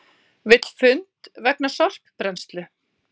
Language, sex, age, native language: Icelandic, female, 40-49, Icelandic